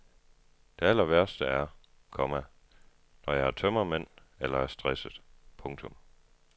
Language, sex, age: Danish, male, 33